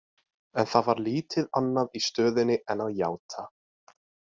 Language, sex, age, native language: Icelandic, male, 20-29, Icelandic